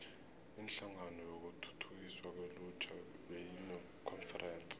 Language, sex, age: South Ndebele, male, 20